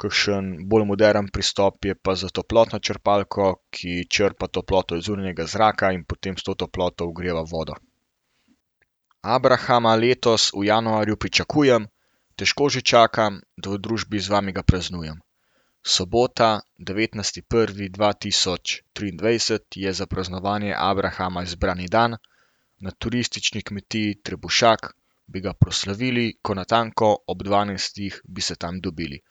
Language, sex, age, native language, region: Slovenian, male, 18-29, Slovenian, Central Slovenia